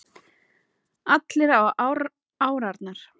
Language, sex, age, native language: Icelandic, male, 8, Icelandic